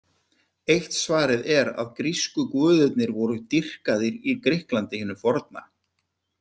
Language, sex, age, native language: Icelandic, male, 50-59, Icelandic